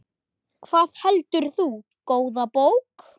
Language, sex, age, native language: Icelandic, male, 10, Icelandic